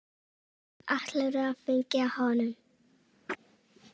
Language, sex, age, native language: Icelandic, female, 7, Czech